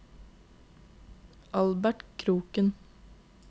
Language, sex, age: Norwegian, female, 22